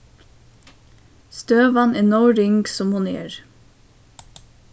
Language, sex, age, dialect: Faroese, female, 15-35, Suðurstreymoy